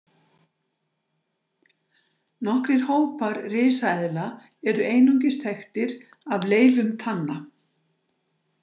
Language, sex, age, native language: Icelandic, female, 60-69, Icelandic